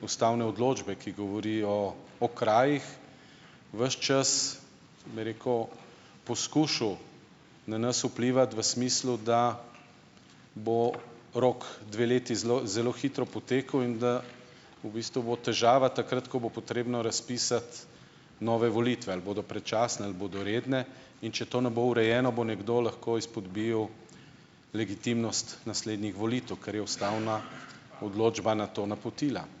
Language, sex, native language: Slovenian, male, Slovenian